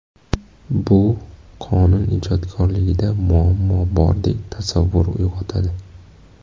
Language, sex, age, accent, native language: Uzbek, male, 18-24, Farg'ona, Uzbek